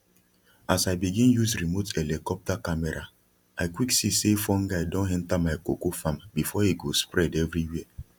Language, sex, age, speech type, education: Nigerian Pidgin, male, 30-45, spontaneous, tertiary